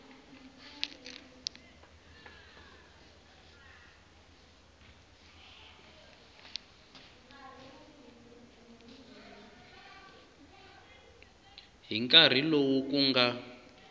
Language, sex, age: Tsonga, male, 19